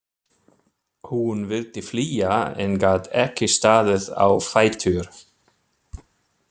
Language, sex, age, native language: Icelandic, male, 60-69, German